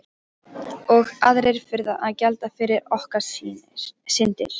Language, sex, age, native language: Icelandic, female, 13, Polish